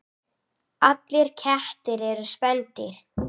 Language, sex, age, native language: Icelandic, female, 8, Icelandic